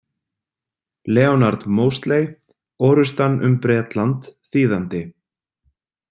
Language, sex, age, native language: Icelandic, female, 30-39, Icelandic